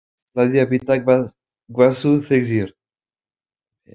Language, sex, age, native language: Icelandic, male, 50-59, French